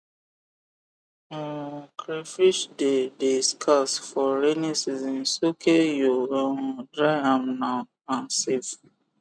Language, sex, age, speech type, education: Nigerian Pidgin, male, 15-29, spontaneous, tertiary